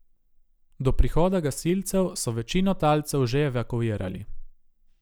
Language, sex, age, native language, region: Slovenian, male, 18-29, Slovenian, Gorica region